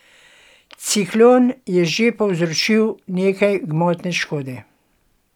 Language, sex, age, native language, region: Slovenian, female, 60+, Slovenian, Gorenjska region